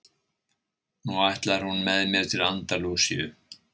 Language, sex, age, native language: Icelandic, male, 60-69, Icelandic